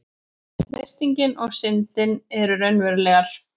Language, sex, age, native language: Icelandic, female, 40-49, Icelandic